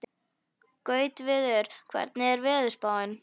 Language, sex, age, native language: Icelandic, female, 11, Icelandic